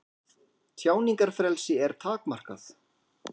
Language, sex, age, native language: Icelandic, male, 40-49, Icelandic